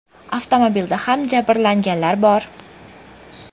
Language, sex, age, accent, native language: Uzbek, female, 12-17, Farg'ona, Uzbek